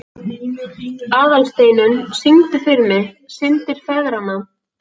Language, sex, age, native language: Icelandic, female, 11, Icelandic